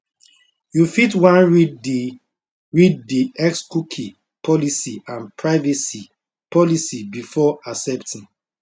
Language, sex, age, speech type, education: Nigerian Pidgin, male, 30-45, spontaneous, tertiary